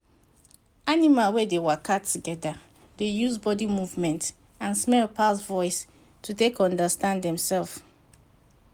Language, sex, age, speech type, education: Nigerian Pidgin, female, 30-45, spontaneous, tertiary